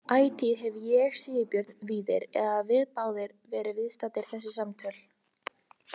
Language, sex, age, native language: Icelandic, female, 18-19, Icelandic